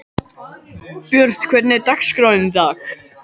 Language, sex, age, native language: Icelandic, male, 12, Icelandic